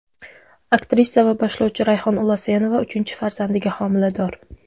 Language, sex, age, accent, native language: Uzbek, female, 19-29, Jizzax, Uzbek